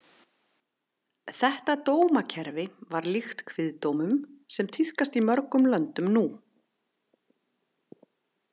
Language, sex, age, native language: Icelandic, female, 30-39, Icelandic